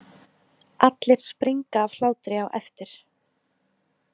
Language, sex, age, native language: Icelandic, female, 20-29, Icelandic